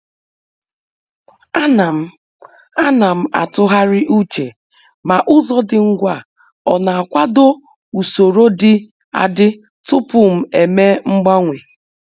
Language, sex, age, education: Igbo, female, 30-45, tertiary